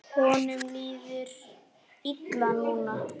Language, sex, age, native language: Icelandic, male, 9, Icelandic